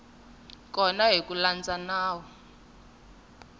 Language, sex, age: Tsonga, female, 21